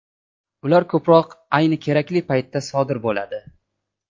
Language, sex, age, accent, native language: Uzbek, male, 25-34, Namangan, Uzbek